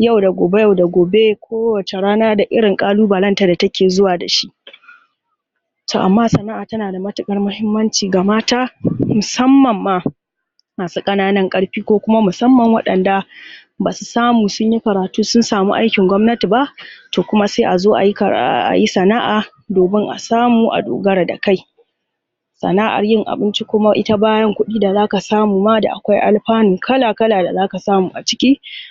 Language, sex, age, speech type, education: Hausa, female, 15-29, spontaneous, secondary